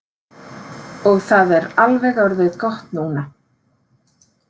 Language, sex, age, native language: Icelandic, female, 30-39, Icelandic